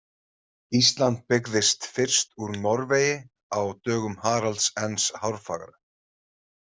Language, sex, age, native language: Icelandic, male, 30-39, Icelandic